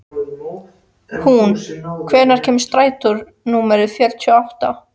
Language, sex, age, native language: Icelandic, female, 14, Icelandic